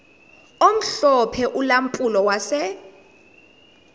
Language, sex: Xhosa, female